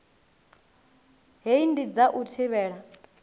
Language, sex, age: Venda, female, 19